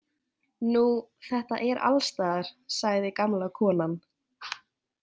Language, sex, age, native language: Icelandic, female, 18-19, Icelandic